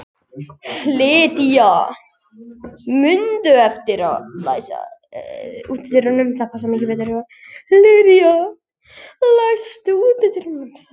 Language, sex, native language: Icelandic, other, Danish